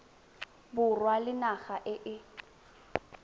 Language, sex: Tswana, female